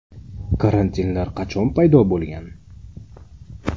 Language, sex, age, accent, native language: Uzbek, male, 35+, Toshkent shahri, Uzbek